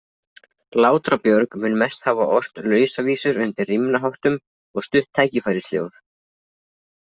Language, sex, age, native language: Icelandic, other, 20-29, Icelandic